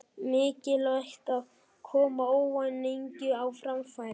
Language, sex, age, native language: Icelandic, female, 18-19, Icelandic